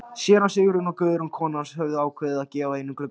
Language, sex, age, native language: Icelandic, male, 16, Icelandic